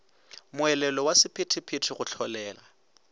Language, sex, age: Northern Sotho, male, 18